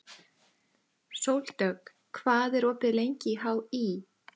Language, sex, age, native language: Icelandic, female, 14, Icelandic